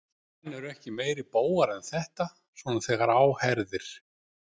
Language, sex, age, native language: Icelandic, male, 40-49, Icelandic